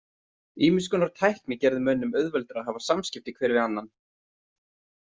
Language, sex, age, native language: Icelandic, male, 30-39, Icelandic